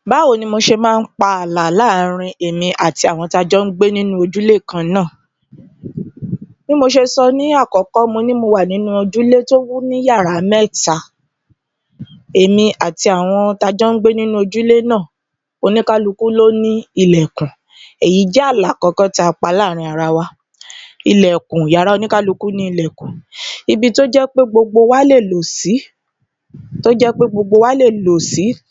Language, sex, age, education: Yoruba, female, 30-45, tertiary